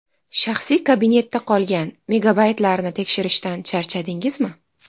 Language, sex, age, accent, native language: Uzbek, female, 19-29, Farg'ona, Uzbek